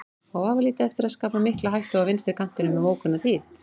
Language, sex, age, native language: Icelandic, female, 40-49, Icelandic